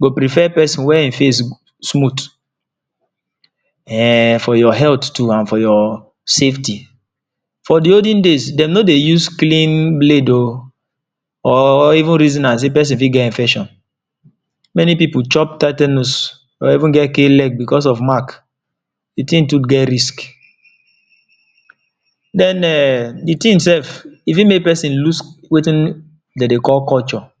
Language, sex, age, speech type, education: Nigerian Pidgin, male, 46-60, spontaneous, tertiary